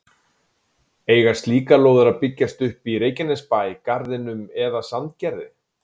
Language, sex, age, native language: Icelandic, male, 40-49, Icelandic